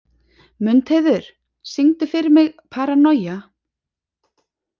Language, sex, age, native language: Icelandic, female, 30-39, Icelandic